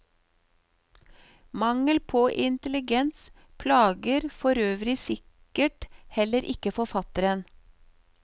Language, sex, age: Norwegian, female, 38